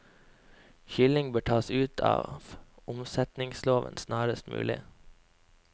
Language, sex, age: Norwegian, male, 21